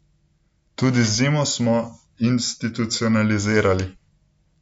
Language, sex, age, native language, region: Slovenian, male, 18-29, Slovenian, Central Slovenia